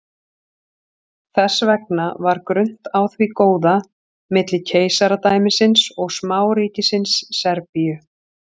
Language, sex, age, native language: Icelandic, female, 40-49, Icelandic